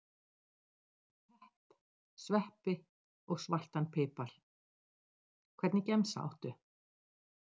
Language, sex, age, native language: Icelandic, female, 60-69, Icelandic